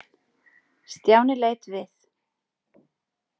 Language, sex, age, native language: Icelandic, female, 40-49, Icelandic